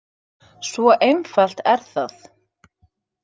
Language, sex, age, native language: Icelandic, female, 30-39, Icelandic